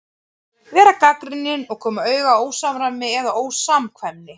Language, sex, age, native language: Icelandic, female, 30-39, Icelandic